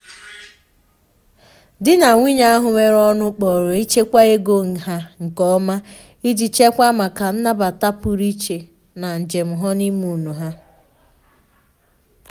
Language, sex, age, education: Igbo, female, 15-29, tertiary